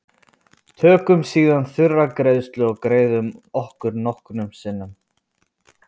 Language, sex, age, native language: Icelandic, male, 20-29, Icelandic